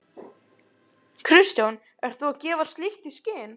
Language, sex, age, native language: Icelandic, male, 11, Icelandic